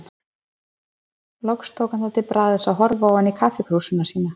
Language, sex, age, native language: Icelandic, female, 30-39, Icelandic